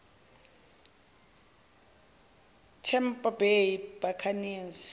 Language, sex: Zulu, female